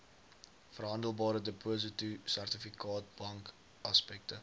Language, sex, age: Afrikaans, male, 19